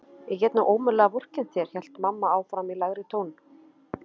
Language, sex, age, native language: Icelandic, female, 30-39, Icelandic